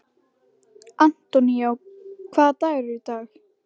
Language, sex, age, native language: Icelandic, female, 11, Icelandic